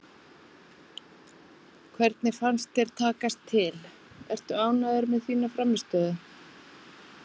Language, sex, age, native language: Icelandic, female, 50-59, Icelandic